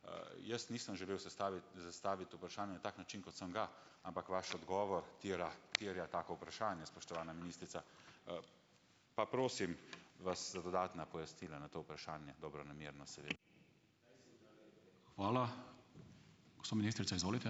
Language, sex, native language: Slovenian, male, Slovenian